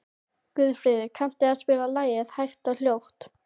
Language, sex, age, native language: Icelandic, female, 12, Icelandic